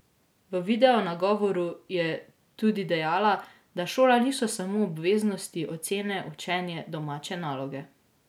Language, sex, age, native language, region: Slovenian, female, 18-29, Slovenian, Drava region